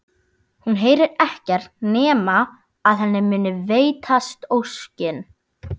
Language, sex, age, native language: Icelandic, female, 12, Icelandic